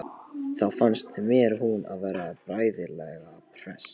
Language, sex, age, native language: Icelandic, male, 18-19, Polish